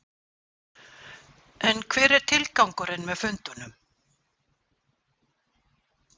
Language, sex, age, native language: Icelandic, female, 60-69, Icelandic